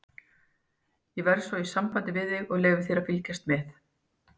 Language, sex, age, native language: Icelandic, female, 50-59, Icelandic